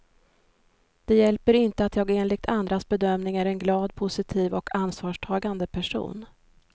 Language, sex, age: Swedish, female, 53